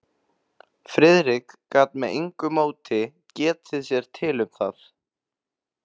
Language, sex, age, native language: Icelandic, male, 15, Icelandic